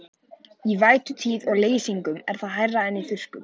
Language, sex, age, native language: Icelandic, male, 14, Icelandic